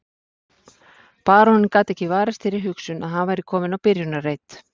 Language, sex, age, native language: Icelandic, female, 40-49, Icelandic